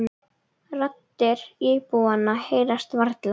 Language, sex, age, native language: Icelandic, female, 10, Icelandic